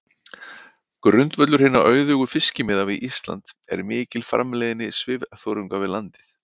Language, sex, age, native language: Icelandic, male, 50-59, Icelandic